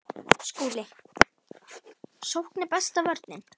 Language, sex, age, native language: Icelandic, female, 10, Icelandic